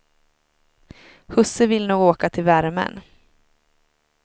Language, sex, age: Swedish, female, 23